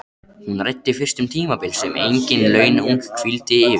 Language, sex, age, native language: Icelandic, male, 13, Icelandic